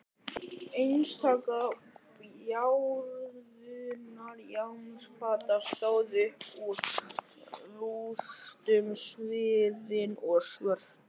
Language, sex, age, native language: Icelandic, male, 11, Icelandic